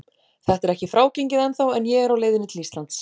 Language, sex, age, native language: Icelandic, female, 40-49, Icelandic